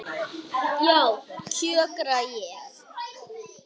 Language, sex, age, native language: Icelandic, other, 8, Icelandic